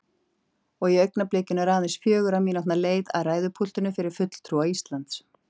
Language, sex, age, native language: Icelandic, female, 40-49, Icelandic